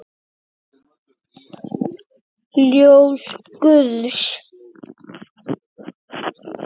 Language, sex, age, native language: Icelandic, male, 6, Icelandic